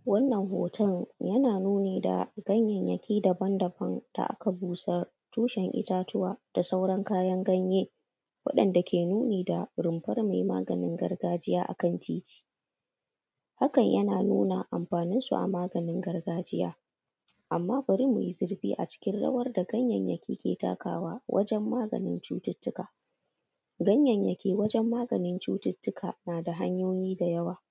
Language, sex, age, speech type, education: Hausa, female, 15-29, spontaneous, tertiary